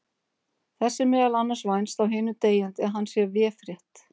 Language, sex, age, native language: Icelandic, female, 50-59, Icelandic